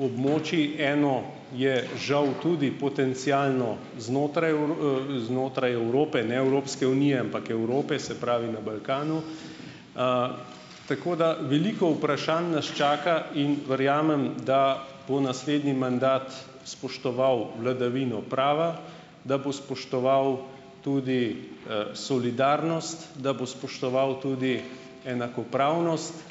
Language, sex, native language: Slovenian, male, Slovenian